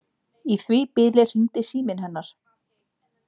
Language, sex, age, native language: Icelandic, female, 20-29, Icelandic